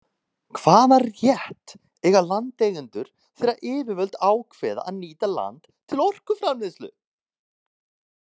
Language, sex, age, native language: Icelandic, male, 30-39, Icelandic